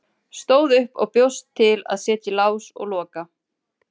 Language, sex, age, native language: Icelandic, female, 30-39, Icelandic